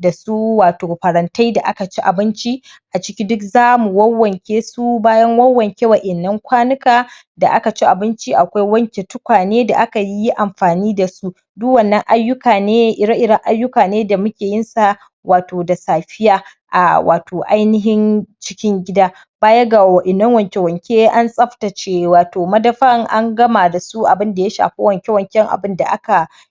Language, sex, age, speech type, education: Hausa, male, 15-29, spontaneous, primary